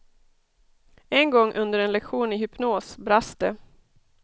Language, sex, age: Swedish, female, 32